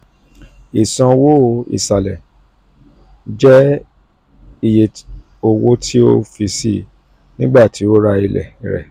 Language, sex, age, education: Yoruba, male, 46-60, tertiary